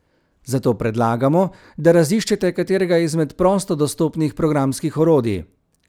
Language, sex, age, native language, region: Slovenian, male, 30-49, Slovenian, Central Slovenia